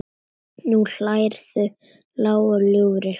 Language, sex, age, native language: Icelandic, female, 9, Icelandic